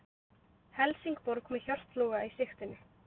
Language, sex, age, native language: Icelandic, female, 20-29, Icelandic